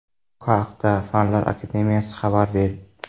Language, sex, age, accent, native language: Uzbek, male, 18-24, Navoiy, Uzbek